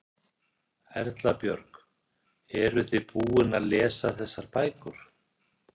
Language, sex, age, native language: Icelandic, male, 60-69, Icelandic